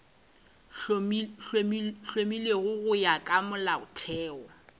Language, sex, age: Northern Sotho, female, 26